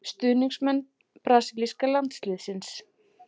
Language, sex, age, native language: Icelandic, female, 40-49, Icelandic